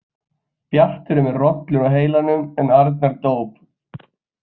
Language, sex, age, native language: Icelandic, male, 20-29, Icelandic